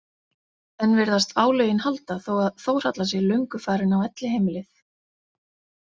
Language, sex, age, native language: Icelandic, female, 40-49, Icelandic